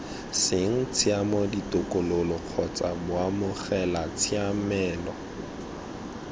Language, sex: Tswana, male